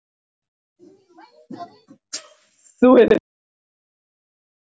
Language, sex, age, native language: Icelandic, female, 12, Icelandic